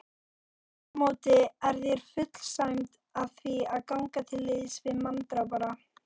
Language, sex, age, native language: Icelandic, female, 40-49, Icelandic